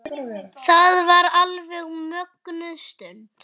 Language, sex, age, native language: Icelandic, female, 9, Icelandic